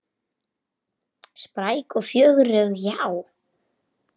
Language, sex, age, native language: Icelandic, female, 8, Icelandic